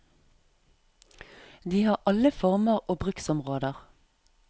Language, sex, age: Norwegian, female, 34